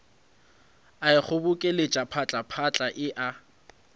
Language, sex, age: Northern Sotho, male, 20